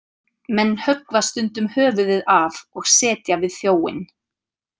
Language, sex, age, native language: Icelandic, female, 30-39, Icelandic